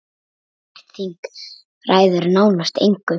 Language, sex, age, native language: Icelandic, female, 7, Icelandic